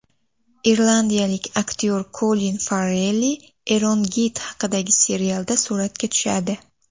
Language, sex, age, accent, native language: Uzbek, female, under 19, Toshkent viloyati, Uzbek